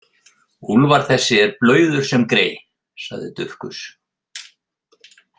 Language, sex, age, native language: Icelandic, male, 50-59, Icelandic